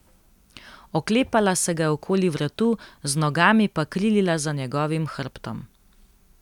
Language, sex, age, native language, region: Slovenian, female, 18-29, Slovenian, Central Slovenia